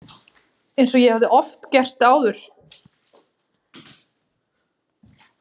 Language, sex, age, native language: Icelandic, female, 40-49, Icelandic